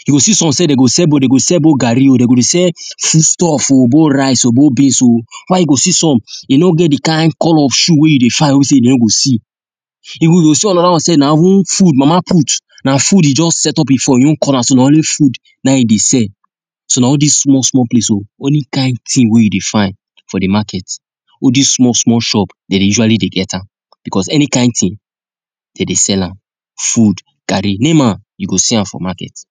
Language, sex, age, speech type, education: Nigerian Pidgin, male, 15-29, spontaneous, tertiary